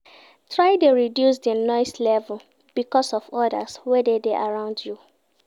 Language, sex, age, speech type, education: Nigerian Pidgin, female, 15-29, read, secondary